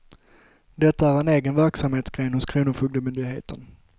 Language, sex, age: Swedish, male, 25